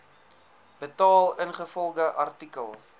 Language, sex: Afrikaans, male